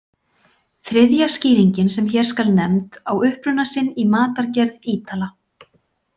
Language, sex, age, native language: Icelandic, female, 40-49, Icelandic